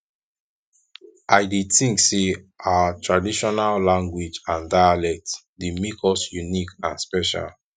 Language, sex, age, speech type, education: Nigerian Pidgin, male, 15-29, spontaneous, tertiary